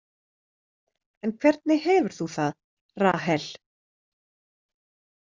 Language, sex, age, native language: Icelandic, female, 30-39, Icelandic